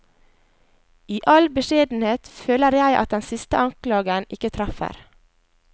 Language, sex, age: Norwegian, female, 21